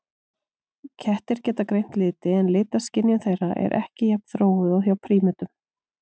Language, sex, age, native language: Icelandic, female, 40-49, Icelandic